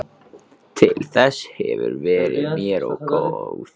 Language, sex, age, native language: Icelandic, male, 14, Icelandic